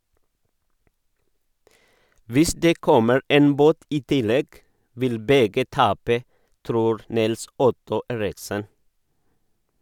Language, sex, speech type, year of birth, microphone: Norwegian, male, read, 1978, Sennheiser